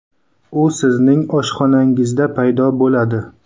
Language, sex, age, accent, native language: Uzbek, male, 19-29, Qashqadaryo, Uzbek